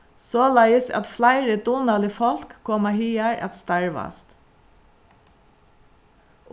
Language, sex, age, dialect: Faroese, female, 36-60, Suðuroy